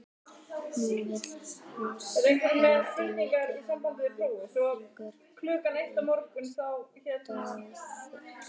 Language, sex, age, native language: Icelandic, female, 12, Icelandic